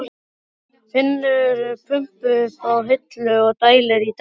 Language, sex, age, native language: Icelandic, male, 12, Icelandic